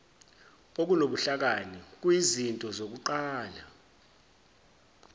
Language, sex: Zulu, male